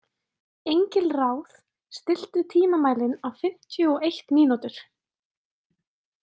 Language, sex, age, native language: Icelandic, female, 20-29, Icelandic